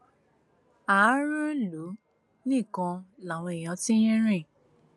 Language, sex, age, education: Yoruba, female, 15-29, tertiary